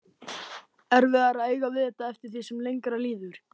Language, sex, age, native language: Icelandic, male, 13, Icelandic